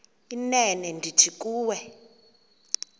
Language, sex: Xhosa, female